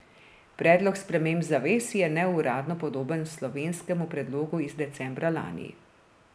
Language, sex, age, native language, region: Slovenian, female, 30-49, Slovenian, Drava region